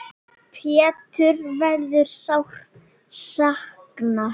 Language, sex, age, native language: Icelandic, female, 10, Icelandic